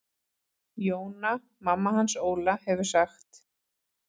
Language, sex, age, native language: Icelandic, female, 40-49, Icelandic